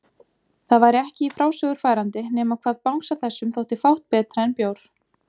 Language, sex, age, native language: Icelandic, female, 20-29, Icelandic